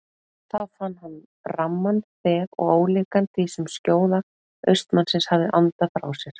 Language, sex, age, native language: Icelandic, female, 40-49, Icelandic